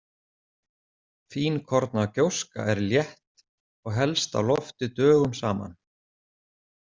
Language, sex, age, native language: Icelandic, male, 40-49, Icelandic